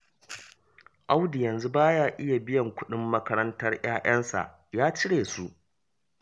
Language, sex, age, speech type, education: Hausa, male, 30-45, read, primary